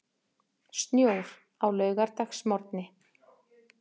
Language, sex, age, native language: Icelandic, female, 40-49, Icelandic